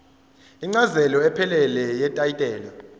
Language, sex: Zulu, female